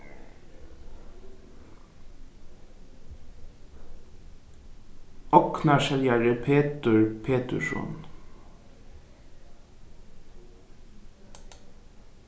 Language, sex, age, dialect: Faroese, male, 15-35, Norðuroyggjar